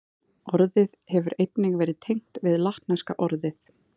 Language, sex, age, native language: Icelandic, female, 30-39, Icelandic